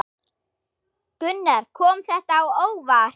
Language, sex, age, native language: Icelandic, female, 6, German